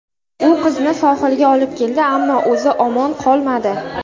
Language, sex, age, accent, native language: Uzbek, female, under 19, Qashqadaryo, Uzbek